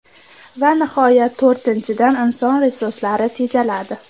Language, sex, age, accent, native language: Uzbek, female, 18-24, Samarqand, Uzbek